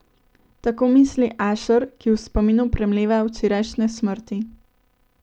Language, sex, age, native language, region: Slovenian, female, 18-29, Slovenian, Central Slovenia